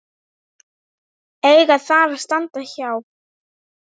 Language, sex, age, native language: Icelandic, female, 9, Icelandic